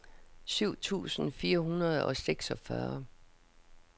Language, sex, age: Danish, female, 67